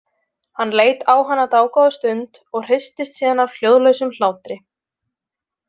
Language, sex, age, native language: Icelandic, female, 20-29, Icelandic